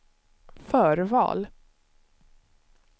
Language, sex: Swedish, male